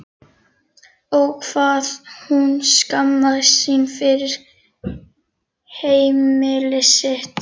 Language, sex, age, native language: Icelandic, female, 11, Icelandic